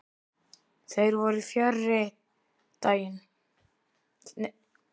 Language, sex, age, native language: Icelandic, male, 10, Icelandic